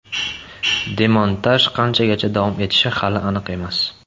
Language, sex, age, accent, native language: Uzbek, male, 18-24, Andijon, Uzbek